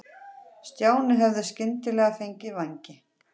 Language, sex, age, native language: Icelandic, female, 40-49, Icelandic